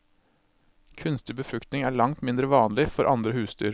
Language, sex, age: Norwegian, male, 26